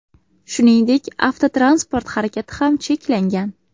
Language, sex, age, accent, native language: Uzbek, female, 18-24, Farg'ona, Uzbek